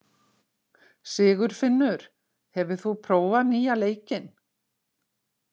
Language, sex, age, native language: Icelandic, female, 60-69, Icelandic